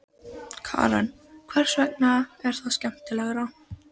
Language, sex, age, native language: Icelandic, female, 12, Icelandic